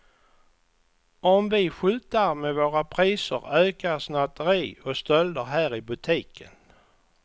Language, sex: Swedish, male